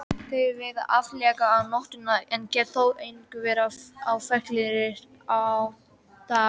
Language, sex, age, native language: Icelandic, female, 18-19, Icelandic